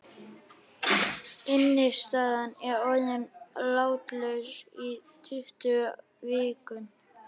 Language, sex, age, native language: Icelandic, male, 12, Icelandic